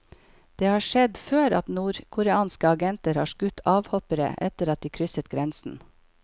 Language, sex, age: Norwegian, female, 51